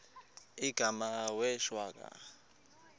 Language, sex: Xhosa, male